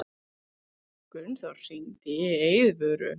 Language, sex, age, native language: Icelandic, female, 18-19, Icelandic